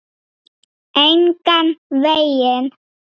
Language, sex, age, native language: Icelandic, female, 8, Icelandic